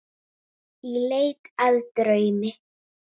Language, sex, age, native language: Icelandic, female, 9, Icelandic